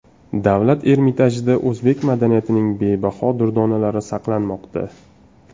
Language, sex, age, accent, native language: Uzbek, male, 25-34, Toshkent shahri, Uzbek